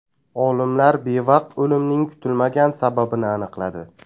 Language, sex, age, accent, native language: Uzbek, male, 18-24, Navoiy, Uzbek